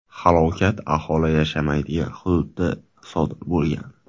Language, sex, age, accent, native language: Uzbek, male, 18-24, Toshkent shahri, Uzbek